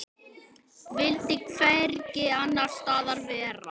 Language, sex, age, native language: Icelandic, male, 10, Icelandic